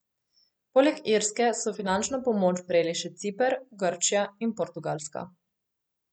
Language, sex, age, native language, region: Slovenian, female, 18-29, Slovenian, Coastal Karst region